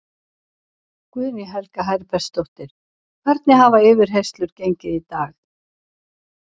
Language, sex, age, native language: Icelandic, female, 60-69, Icelandic